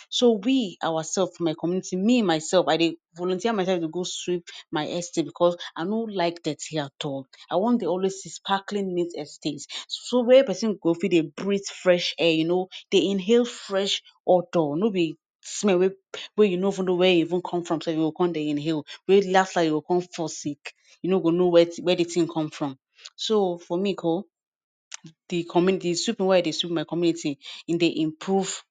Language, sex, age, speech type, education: Nigerian Pidgin, female, 15-29, spontaneous, tertiary